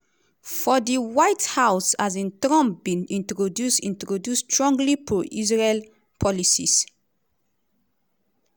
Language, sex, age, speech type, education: Nigerian Pidgin, female, 30-45, spontaneous, tertiary